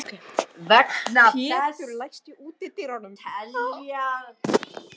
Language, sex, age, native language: Icelandic, other, 60-69, Russian